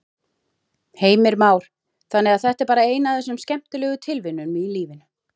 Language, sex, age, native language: Icelandic, female, 40-49, Icelandic